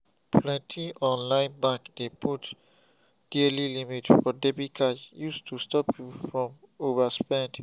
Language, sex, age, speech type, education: Nigerian Pidgin, male, 30-45, spontaneous, tertiary